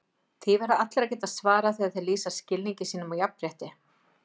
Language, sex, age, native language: Icelandic, female, 50-59, Icelandic